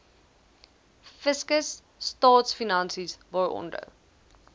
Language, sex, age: Afrikaans, female, 20